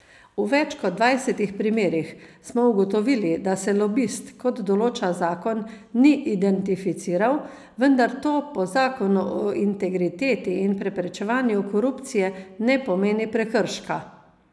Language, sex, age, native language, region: Slovenian, female, 50-59, Slovenian, Savinja region